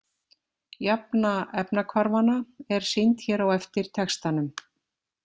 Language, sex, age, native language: Icelandic, female, 50-59, Icelandic